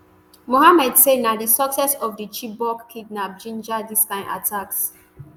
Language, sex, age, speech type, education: Nigerian Pidgin, female, 15-29, spontaneous, tertiary